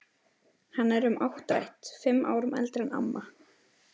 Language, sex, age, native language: Icelandic, female, 12, Icelandic